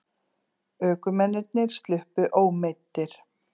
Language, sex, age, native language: Icelandic, female, 40-49, Icelandic